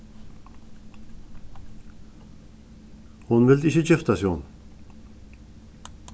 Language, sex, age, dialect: Faroese, male, 36-60, Suðuroy